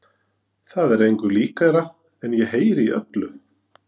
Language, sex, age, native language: Icelandic, male, 40-49, Norwegian